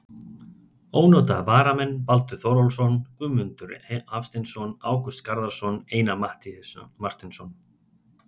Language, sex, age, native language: Icelandic, male, 30-39, Icelandic